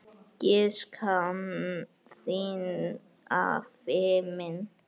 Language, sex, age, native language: Icelandic, female, 8, Icelandic